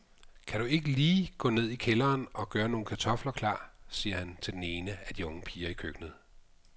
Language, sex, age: Danish, male, 55